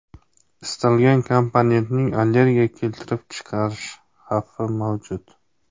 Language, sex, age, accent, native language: Uzbek, male, 25-34, Surxondaryo, Uzbek